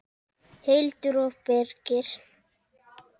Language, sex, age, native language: Icelandic, male, 8, Icelandic